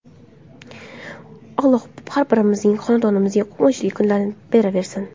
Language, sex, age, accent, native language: Uzbek, female, under 19, Qashqadaryo, Uzbek